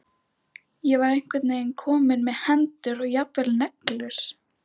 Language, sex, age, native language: Icelandic, female, 11, Icelandic